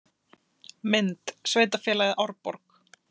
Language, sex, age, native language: Icelandic, female, 30-39, Icelandic